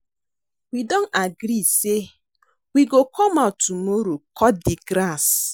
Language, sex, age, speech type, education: Nigerian Pidgin, female, 30-45, read, secondary